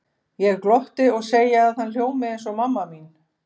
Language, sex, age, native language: Icelandic, female, 50-59, Icelandic